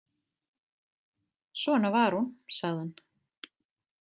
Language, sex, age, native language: Icelandic, female, 30-39, Icelandic